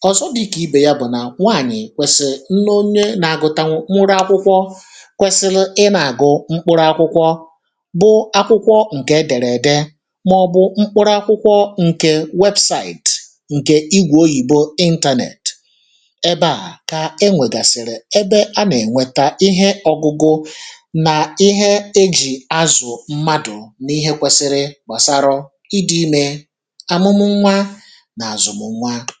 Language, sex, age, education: Igbo, male, 30-45, tertiary